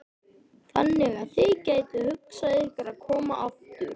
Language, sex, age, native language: Icelandic, male, 13, Icelandic